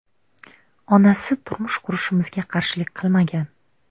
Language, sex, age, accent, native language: Uzbek, female, 19-29, Buxoro, Uzbek